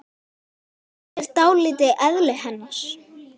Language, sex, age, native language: Icelandic, female, 10, Icelandic